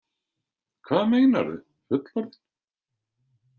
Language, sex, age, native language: Icelandic, male, 50-59, Icelandic